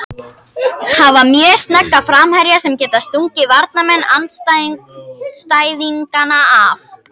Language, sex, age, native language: Icelandic, female, 50-59, Icelandic